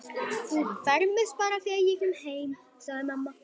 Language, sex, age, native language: Icelandic, female, 11, Icelandic